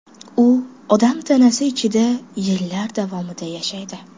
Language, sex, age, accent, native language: Uzbek, female, under 19, Toshkent shahri, Uzbek